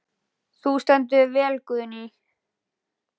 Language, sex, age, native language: Icelandic, male, 11, Icelandic